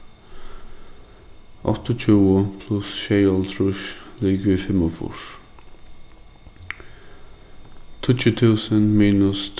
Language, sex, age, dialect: Faroese, male, 15-35, Suðurstreymoy